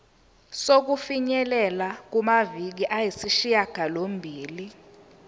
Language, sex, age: Zulu, female, 19